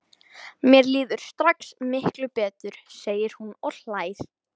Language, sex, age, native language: Icelandic, female, 12, Icelandic